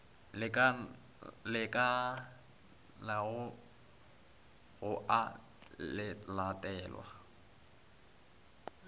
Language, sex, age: Northern Sotho, male, 20